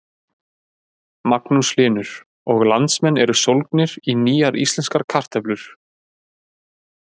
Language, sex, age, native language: Icelandic, male, 30-39, Icelandic